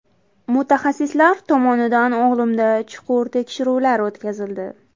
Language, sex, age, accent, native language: Uzbek, female, 18-24, Toshkent viloyati, Uzbek